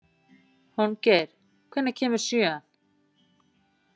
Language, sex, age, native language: Icelandic, female, 40-49, Icelandic